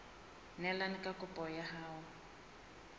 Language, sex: Southern Sotho, female